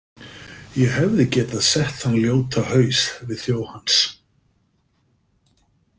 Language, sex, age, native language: Icelandic, male, 50-59, Icelandic